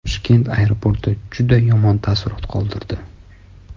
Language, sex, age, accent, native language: Uzbek, male, 25-34, Toshkent shahri, Uzbek